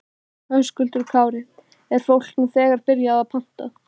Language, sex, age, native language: Icelandic, female, 12, Icelandic